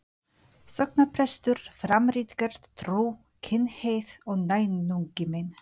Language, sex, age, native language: Icelandic, female, 40-49, Polish